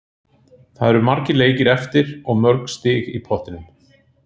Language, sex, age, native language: Icelandic, male, 40-49, Icelandic